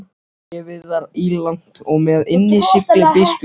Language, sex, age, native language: Icelandic, other, 12, Icelandic